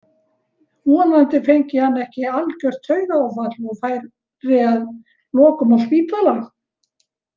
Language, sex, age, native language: Icelandic, female, 70-79, Icelandic